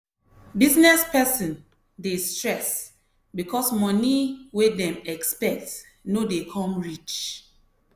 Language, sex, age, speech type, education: Nigerian Pidgin, female, 30-45, spontaneous, tertiary